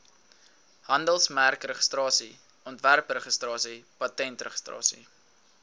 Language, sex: Afrikaans, male